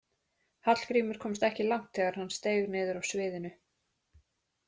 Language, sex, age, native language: Icelandic, female, 20-29, Icelandic